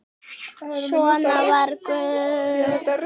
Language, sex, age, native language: Icelandic, female, 6, Icelandic